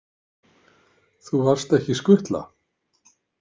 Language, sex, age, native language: Icelandic, male, 50-59, Icelandic